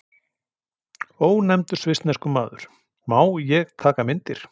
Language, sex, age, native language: Icelandic, male, 40-49, Icelandic